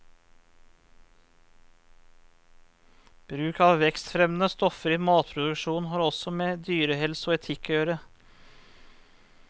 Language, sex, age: Norwegian, male, 34